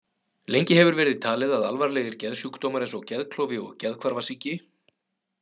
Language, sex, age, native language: Icelandic, male, 30-39, Icelandic